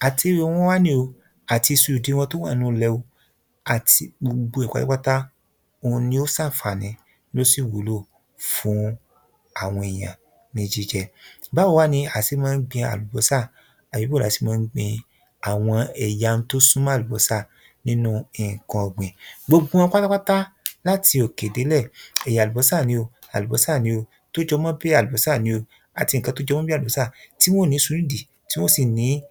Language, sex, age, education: Yoruba, male, 30-45, tertiary